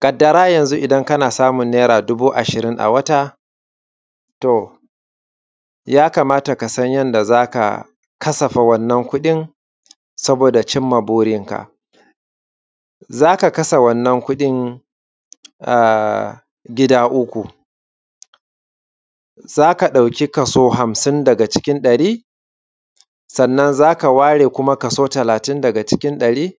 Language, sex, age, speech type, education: Hausa, male, 30-45, spontaneous, secondary